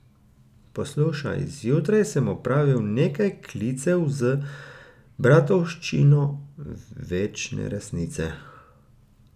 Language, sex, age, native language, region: Slovenian, male, 30-49, Slovenian, Gorica region